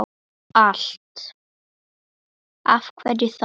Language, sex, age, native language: Icelandic, female, 10, Icelandic